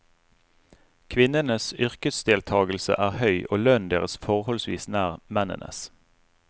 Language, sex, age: Norwegian, male, 35